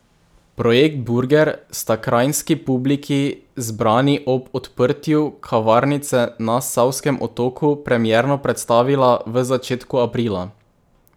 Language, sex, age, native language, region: Slovenian, male, 18-29, Slovenian, Drava region